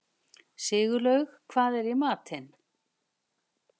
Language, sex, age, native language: Icelandic, female, 50-59, Icelandic